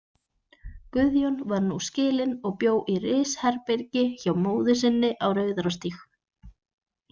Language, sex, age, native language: Icelandic, female, 20-29, Icelandic